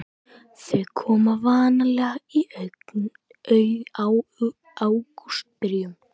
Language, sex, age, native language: Icelandic, male, 18-19, Icelandic